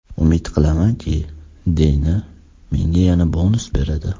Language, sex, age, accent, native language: Uzbek, male, 19-29, Toshkent shahri, Uzbek